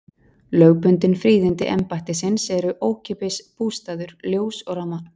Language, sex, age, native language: Icelandic, female, 40-49, Icelandic